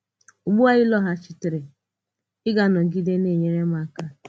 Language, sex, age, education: Igbo, female, 15-29, tertiary